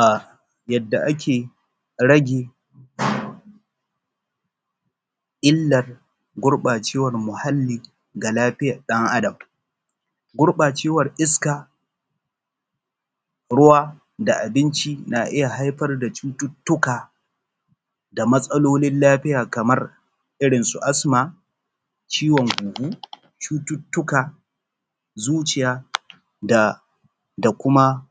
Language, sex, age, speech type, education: Hausa, male, 30-45, spontaneous, tertiary